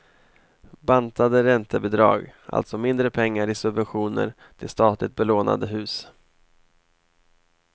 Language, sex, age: Swedish, male, 28